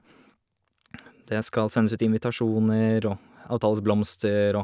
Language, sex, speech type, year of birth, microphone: Norwegian, male, spontaneous, 1988, Shure